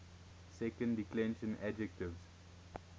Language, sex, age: English, male, 21